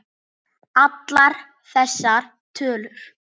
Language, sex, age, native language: Icelandic, female, 8, Icelandic